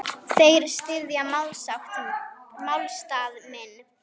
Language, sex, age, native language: Icelandic, female, 10, Icelandic